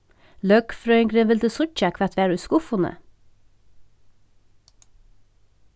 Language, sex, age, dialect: Faroese, female, 36-60, Norðurstreymoy/Eysturoy